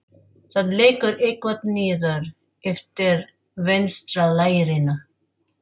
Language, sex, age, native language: Icelandic, female, 40-49, Filipino